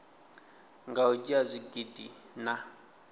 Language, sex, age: Venda, male, 20